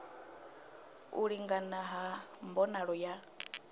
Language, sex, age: Venda, female, 26